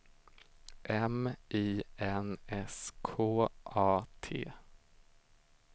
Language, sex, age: Swedish, male, 25